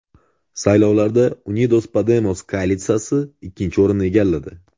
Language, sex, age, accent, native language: Uzbek, male, 18-24, Andijon, Uzbek